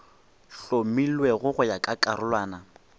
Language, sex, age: Northern Sotho, male, 21